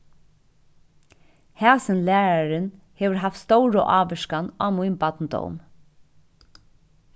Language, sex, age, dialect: Faroese, female, 36-60, Suðurstreymoy